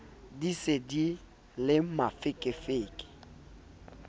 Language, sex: Southern Sotho, male